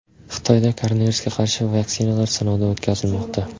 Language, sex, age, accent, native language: Uzbek, male, 18-24, Surxondaryo, Uzbek